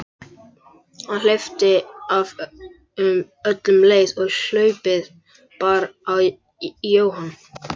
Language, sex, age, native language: Icelandic, male, 11, Icelandic